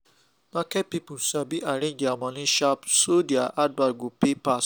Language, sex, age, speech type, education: Nigerian Pidgin, male, 30-45, spontaneous, tertiary